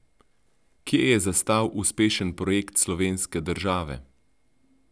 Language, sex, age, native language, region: Slovenian, male, 30-49, Slovenian, Central Slovenia